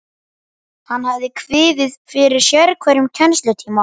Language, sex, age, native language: Icelandic, male, 11, Icelandic